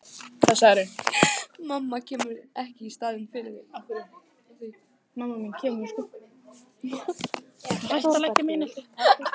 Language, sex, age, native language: Icelandic, female, 15, Icelandic